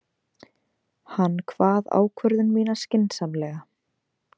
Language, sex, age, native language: Icelandic, female, 20-29, Icelandic